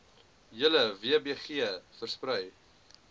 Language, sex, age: Afrikaans, male, 20